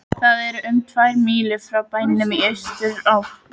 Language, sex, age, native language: Icelandic, female, 12, Icelandic